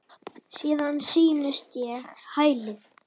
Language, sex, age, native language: Icelandic, male, 10, Icelandic